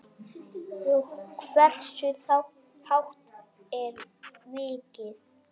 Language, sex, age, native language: Icelandic, male, 7, Icelandic